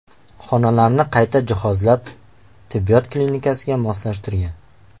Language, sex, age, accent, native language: Uzbek, male, 18-24, Sirdaryo, Uzbek